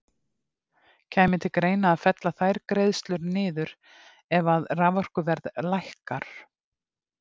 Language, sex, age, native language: Icelandic, female, 50-59, Icelandic